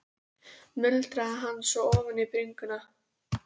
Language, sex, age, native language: Icelandic, female, 12, Icelandic